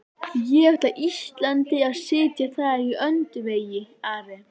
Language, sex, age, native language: Icelandic, female, 11, Icelandic